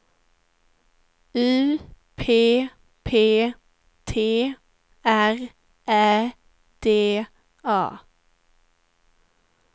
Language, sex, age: Swedish, female, 19